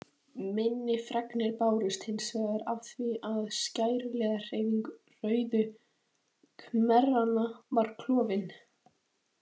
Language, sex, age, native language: Icelandic, female, 18-19, Icelandic